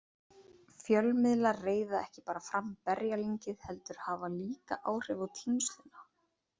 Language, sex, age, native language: Icelandic, female, 30-39, Icelandic